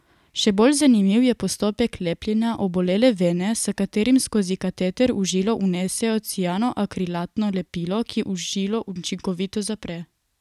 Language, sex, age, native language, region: Slovenian, female, 18-29, Slovenian, Coastal Karst region